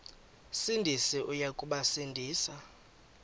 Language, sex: Xhosa, male